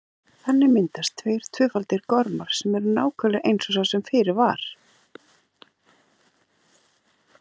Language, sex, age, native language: Icelandic, female, 40-49, Icelandic